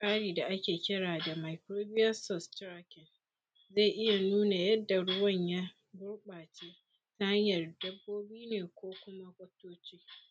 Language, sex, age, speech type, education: Hausa, female, 15-29, spontaneous, secondary